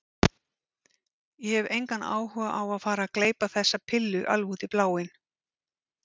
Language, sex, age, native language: Icelandic, female, 50-59, Icelandic